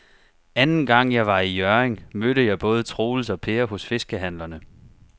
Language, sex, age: Danish, male, 25